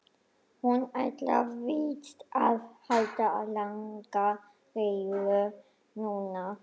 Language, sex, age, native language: Icelandic, female, 11, Icelandic